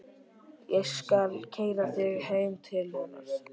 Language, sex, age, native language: Icelandic, male, 13, Icelandic